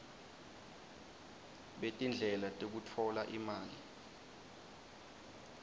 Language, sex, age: Swati, male, 19